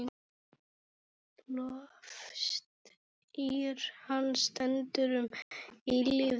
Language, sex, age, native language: Icelandic, female, 9, Icelandic